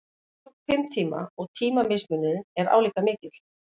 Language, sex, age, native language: Icelandic, female, 50-59, Icelandic